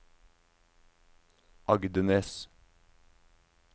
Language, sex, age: Norwegian, male, 19